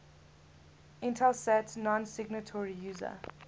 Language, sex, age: English, female, 21